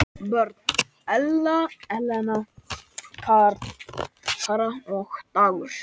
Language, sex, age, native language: Icelandic, male, 10, Icelandic